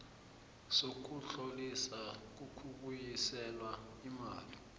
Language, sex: South Ndebele, male